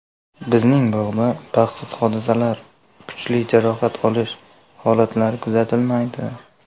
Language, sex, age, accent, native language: Uzbek, male, 19-29, Qashqadaryo, Uzbek